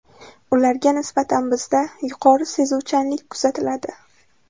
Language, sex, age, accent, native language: Uzbek, female, 18-24, Samarqand, Uzbek